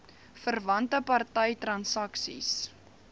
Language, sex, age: Afrikaans, female, 19